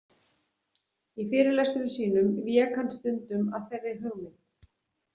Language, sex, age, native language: Icelandic, female, 40-49, Icelandic